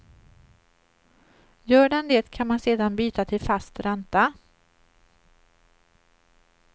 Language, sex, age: Swedish, female, 38